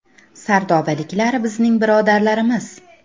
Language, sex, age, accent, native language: Uzbek, female, 35+, Namangan, Uzbek